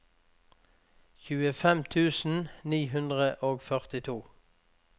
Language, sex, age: Norwegian, male, 46